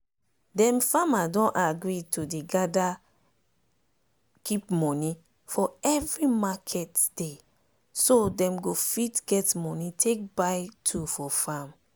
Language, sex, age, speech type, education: Nigerian Pidgin, female, 30-45, spontaneous, tertiary